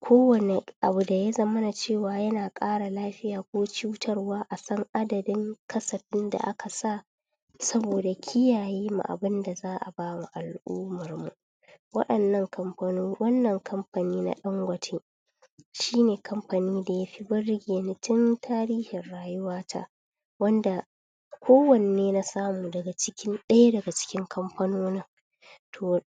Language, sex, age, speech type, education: Hausa, female, 30-45, spontaneous, tertiary